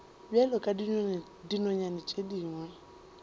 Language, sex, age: Northern Sotho, female, 23